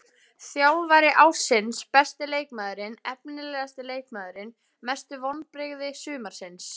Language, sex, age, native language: Icelandic, female, 15, Icelandic